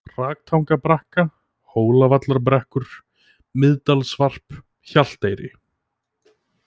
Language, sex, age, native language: Icelandic, male, 20-29, Icelandic